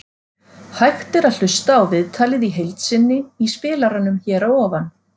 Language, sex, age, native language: Icelandic, female, 40-49, Icelandic